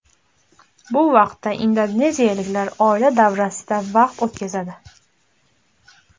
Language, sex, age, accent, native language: Uzbek, female, 18-24, Andijon, Uzbek